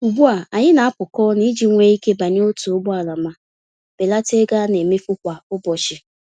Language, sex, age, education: Igbo, female, 15-29, tertiary